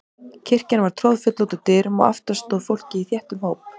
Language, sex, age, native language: Icelandic, female, 18-19, Icelandic